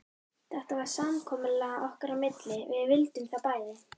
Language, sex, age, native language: Icelandic, female, 12, Icelandic